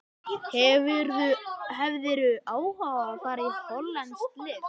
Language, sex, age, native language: Icelandic, male, 11, Icelandic